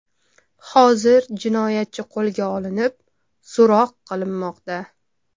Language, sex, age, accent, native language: Uzbek, female, 25-34, Toshkent shahri, Uzbek